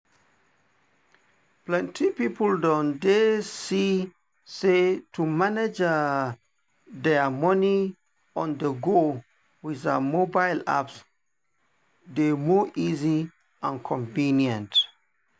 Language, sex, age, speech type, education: Nigerian Pidgin, male, 30-45, spontaneous, tertiary